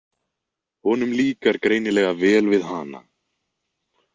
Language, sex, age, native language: Icelandic, male, 20-29, Icelandic